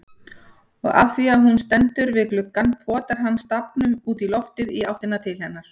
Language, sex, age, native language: Icelandic, female, 40-49, Icelandic